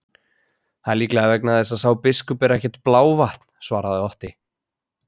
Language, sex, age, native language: Icelandic, male, 20-29, Icelandic